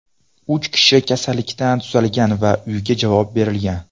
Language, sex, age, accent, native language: Uzbek, male, 19-29, Toshkent viloyati, Uzbek